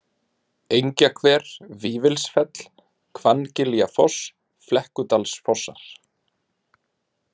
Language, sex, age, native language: Icelandic, male, 30-39, Icelandic